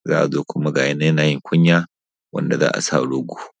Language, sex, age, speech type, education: Hausa, male, 15-29, spontaneous, primary